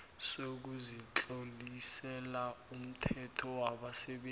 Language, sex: South Ndebele, male